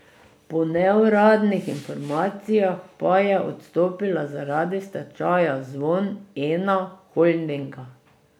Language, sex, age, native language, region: Slovenian, female, 60+, Slovenian, Drava region